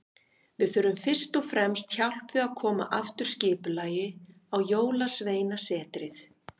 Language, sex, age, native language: Icelandic, female, 50-59, Icelandic